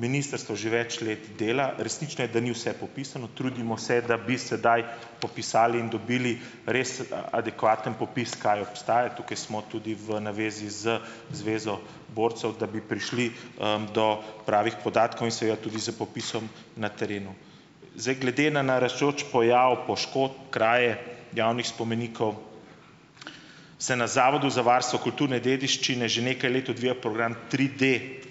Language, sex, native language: Slovenian, male, Slovenian